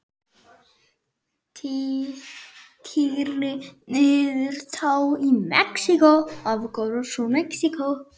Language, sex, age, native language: Icelandic, male, 9, Icelandic